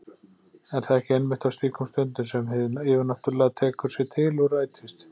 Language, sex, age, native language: Icelandic, male, 40-49, Icelandic